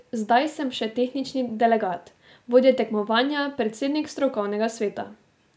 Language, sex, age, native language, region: Slovenian, female, 18-29, Slovenian, Drava region